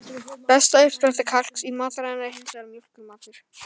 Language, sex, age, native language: Icelandic, male, 18-19, Icelandic